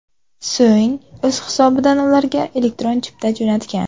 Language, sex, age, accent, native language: Uzbek, female, 25-34, Qoraqalpog'iston, Uzbek